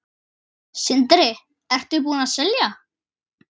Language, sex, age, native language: Icelandic, male, 9, Icelandic